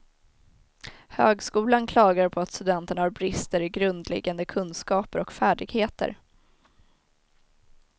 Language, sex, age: Swedish, female, 19